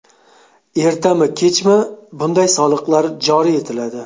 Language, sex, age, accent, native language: Uzbek, male, 25-34, Xorazm, Uzbek